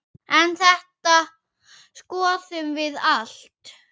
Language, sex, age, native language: Icelandic, female, 8, Icelandic